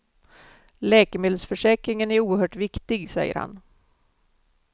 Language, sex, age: Swedish, female, 47